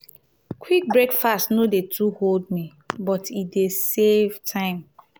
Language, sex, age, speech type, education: Nigerian Pidgin, female, 30-45, spontaneous, tertiary